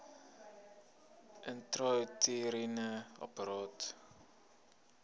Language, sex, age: Afrikaans, male, 21